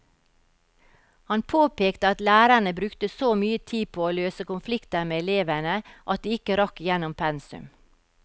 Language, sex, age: Norwegian, female, 52